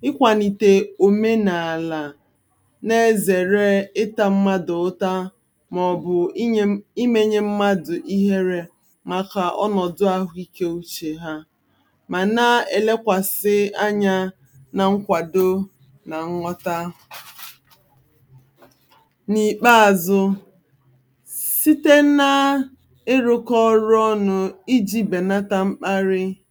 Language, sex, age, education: Igbo, female, 30-45, tertiary